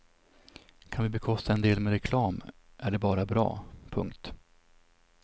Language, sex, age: Swedish, male, 27